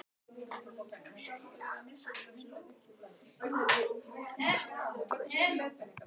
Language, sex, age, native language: Icelandic, male, 12, Icelandic